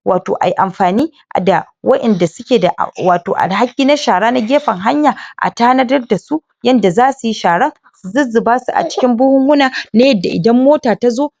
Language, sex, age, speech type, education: Hausa, female, 30-45, spontaneous, tertiary